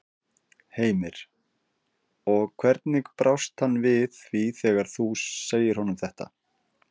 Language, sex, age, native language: Icelandic, male, 50-59, Icelandic